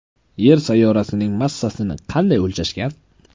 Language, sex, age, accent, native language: Uzbek, male, 18-24, Samarqand, Uzbek